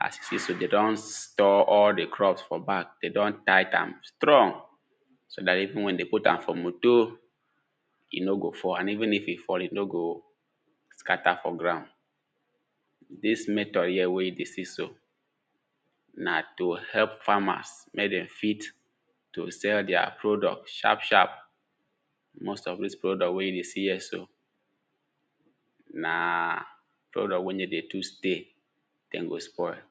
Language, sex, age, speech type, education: Nigerian Pidgin, male, 15-29, spontaneous, tertiary